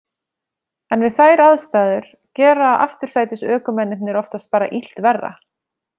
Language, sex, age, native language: Icelandic, female, 30-39, Icelandic